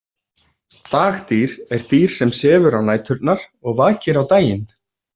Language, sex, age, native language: Icelandic, male, 20-29, Icelandic